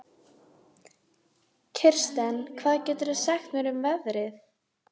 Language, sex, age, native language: Icelandic, female, 12, Icelandic